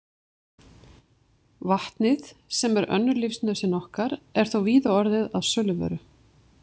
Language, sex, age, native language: Icelandic, female, 50-59, Icelandic